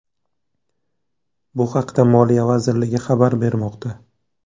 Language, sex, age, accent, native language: Uzbek, male, 18-24, Toshkent shahri, Uzbek